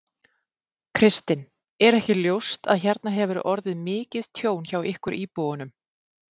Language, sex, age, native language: Icelandic, female, 30-39, Icelandic